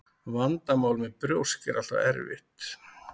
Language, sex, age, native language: Icelandic, male, 40-49, Icelandic